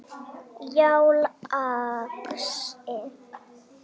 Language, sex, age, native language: Icelandic, female, 8, Icelandic